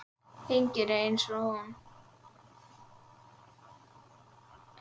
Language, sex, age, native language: Icelandic, female, 10, Icelandic